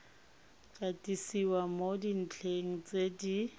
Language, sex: Tswana, female